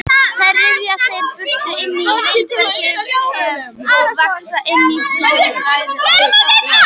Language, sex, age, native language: Icelandic, female, 18-19, Icelandic